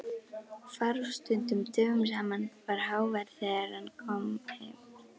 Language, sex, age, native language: Icelandic, other, 11, Icelandic